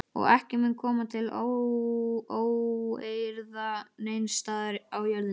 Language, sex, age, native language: Icelandic, male, 12, Icelandic